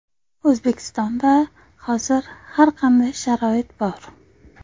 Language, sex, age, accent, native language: Uzbek, female, 25-34, Qashqadaryo, Uzbek